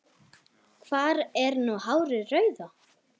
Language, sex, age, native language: Icelandic, female, 10, Icelandic